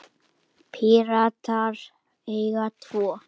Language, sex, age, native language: Icelandic, male, 8, Icelandic